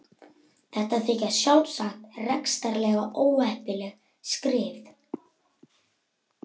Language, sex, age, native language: Icelandic, male, 11, Icelandic